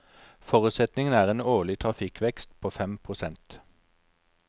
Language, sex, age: Norwegian, male, 43